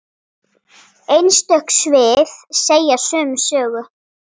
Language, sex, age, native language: Icelandic, female, 9, Icelandic